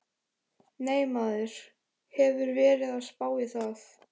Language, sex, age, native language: Icelandic, male, 13, Icelandic